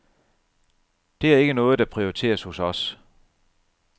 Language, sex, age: Danish, male, 37